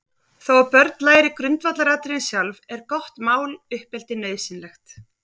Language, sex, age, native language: Icelandic, female, 30-39, Icelandic